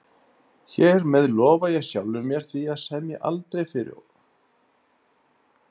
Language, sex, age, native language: Icelandic, male, 30-39, Icelandic